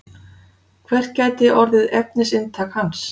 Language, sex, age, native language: Icelandic, female, 40-49, Icelandic